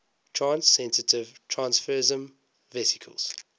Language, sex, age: English, male, 19